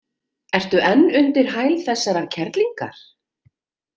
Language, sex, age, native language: Icelandic, female, 40-49, Icelandic